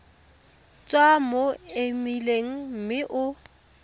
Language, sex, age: Tswana, female, 18